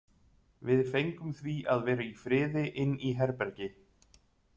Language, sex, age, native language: Icelandic, male, 30-39, Icelandic